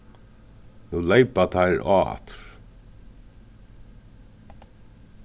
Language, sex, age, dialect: Faroese, male, 36-60, Suðurstreymoy